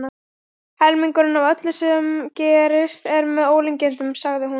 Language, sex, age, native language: Icelandic, female, 12, Icelandic